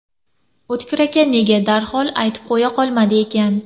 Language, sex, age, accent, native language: Uzbek, female, 18-24, Qashqadaryo, Uzbek